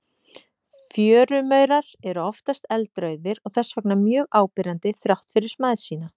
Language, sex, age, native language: Icelandic, female, 30-39, Icelandic